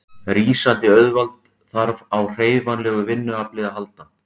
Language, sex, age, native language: Icelandic, male, 40-49, Icelandic